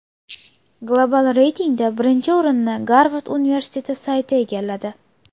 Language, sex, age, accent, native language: Uzbek, female, under 19, Surxondaryo, Uzbek